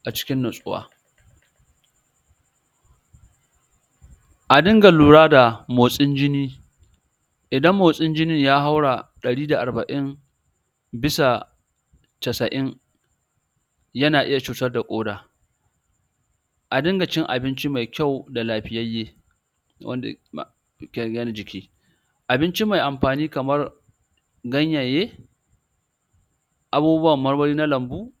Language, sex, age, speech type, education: Hausa, male, 46-60, spontaneous, tertiary